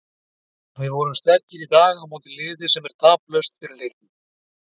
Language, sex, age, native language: Icelandic, male, 40-49, Icelandic